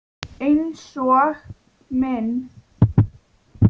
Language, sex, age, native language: Icelandic, female, 9, Icelandic